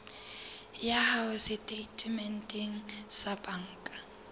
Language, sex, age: Southern Sotho, female, 19